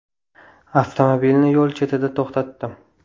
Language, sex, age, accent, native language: Uzbek, male, 18-24, Toshkent viloyati, Uzbek